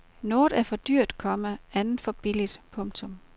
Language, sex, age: Danish, female, 38